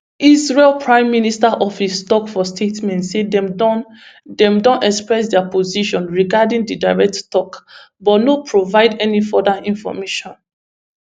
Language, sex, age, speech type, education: Nigerian Pidgin, female, 15-29, spontaneous, tertiary